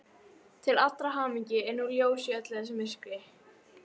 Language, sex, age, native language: Icelandic, female, 13, Icelandic